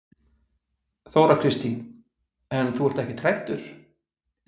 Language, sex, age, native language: Icelandic, male, 40-49, Icelandic